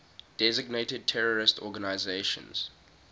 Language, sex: English, male